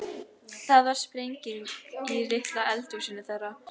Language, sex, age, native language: Icelandic, female, 11, Icelandic